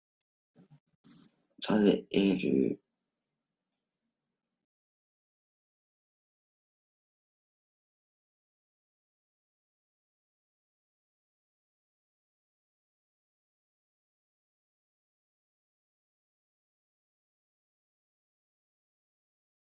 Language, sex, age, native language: Icelandic, male, 16, Icelandic